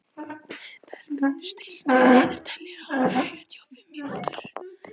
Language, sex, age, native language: Icelandic, male, 13, Icelandic